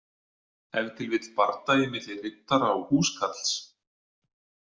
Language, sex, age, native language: Icelandic, male, 40-49, Icelandic